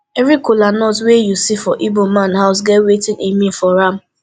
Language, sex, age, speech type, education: Nigerian Pidgin, female, 15-29, spontaneous, tertiary